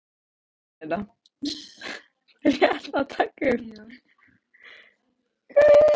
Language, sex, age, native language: Icelandic, female, 18-19, Icelandic